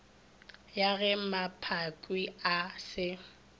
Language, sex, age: Northern Sotho, female, 23